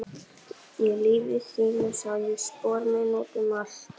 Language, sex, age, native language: Icelandic, male, 11, Icelandic